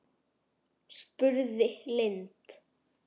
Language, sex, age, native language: Icelandic, male, 10, Icelandic